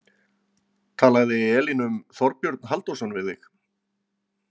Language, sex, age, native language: Icelandic, male, 40-49, Icelandic